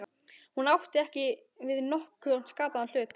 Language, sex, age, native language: Icelandic, male, 12, Icelandic